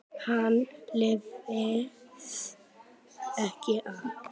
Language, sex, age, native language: Icelandic, female, 9, Icelandic